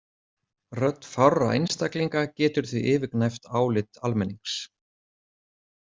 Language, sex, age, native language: Icelandic, male, 40-49, Icelandic